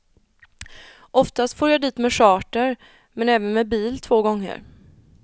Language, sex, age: Swedish, female, 31